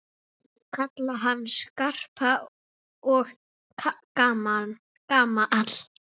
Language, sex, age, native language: Icelandic, female, 8, Icelandic